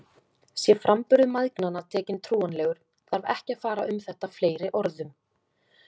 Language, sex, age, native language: Icelandic, female, 20-29, Icelandic